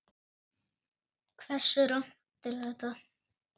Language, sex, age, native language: Icelandic, male, 9, Icelandic